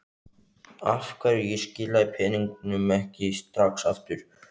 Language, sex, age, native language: Icelandic, male, 15, Icelandic